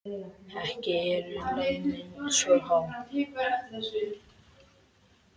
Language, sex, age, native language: Icelandic, female, 10, Icelandic